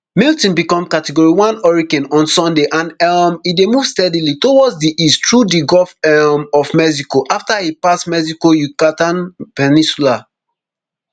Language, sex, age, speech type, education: Nigerian Pidgin, male, 15-29, spontaneous, tertiary